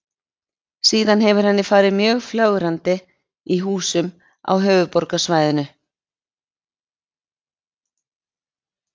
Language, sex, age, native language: Icelandic, female, 20-29, Icelandic